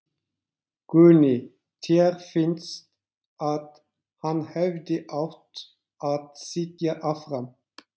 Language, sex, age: Icelandic, male, 40-49